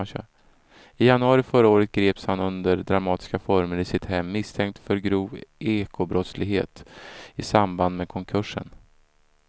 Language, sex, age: Swedish, male, 34